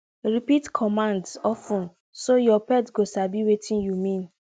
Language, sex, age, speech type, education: Nigerian Pidgin, female, 15-29, spontaneous, tertiary